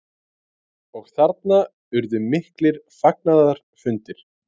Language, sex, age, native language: Icelandic, male, 30-39, Icelandic